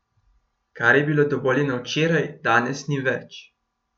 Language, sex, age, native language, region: Slovenian, male, 18-29, Slovenian, Gorenjska region